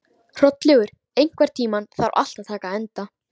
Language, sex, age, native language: Icelandic, female, 13, Icelandic